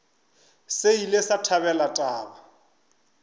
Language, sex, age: Northern Sotho, male, 25